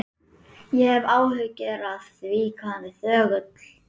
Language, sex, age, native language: Icelandic, female, 11, Icelandic